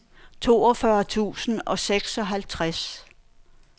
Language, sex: Danish, female